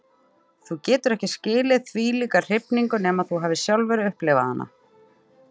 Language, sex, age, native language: Icelandic, female, 30-39, Icelandic